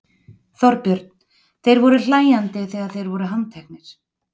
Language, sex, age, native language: Icelandic, female, 30-39, Icelandic